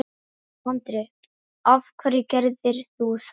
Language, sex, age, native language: Icelandic, male, 10, Icelandic